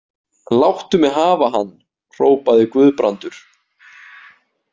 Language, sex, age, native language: Icelandic, male, 20-29, Icelandic